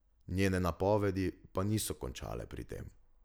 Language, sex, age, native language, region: Slovenian, male, 18-29, Slovenian, Drava region